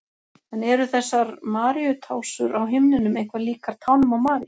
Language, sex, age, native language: Icelandic, female, 40-49, Icelandic